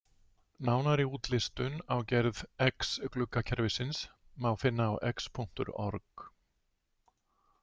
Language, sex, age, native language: Icelandic, male, 60-69, Icelandic